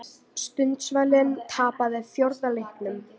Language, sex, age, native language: Icelandic, female, 18-19, Icelandic